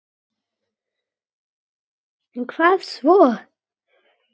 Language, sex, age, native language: Icelandic, male, 8, Icelandic